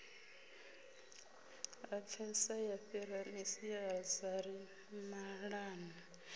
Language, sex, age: Venda, female, 33